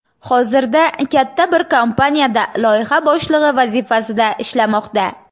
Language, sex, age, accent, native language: Uzbek, female, 18-24, Surxondaryo, Uzbek